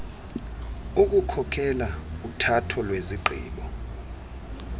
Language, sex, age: Xhosa, male, 32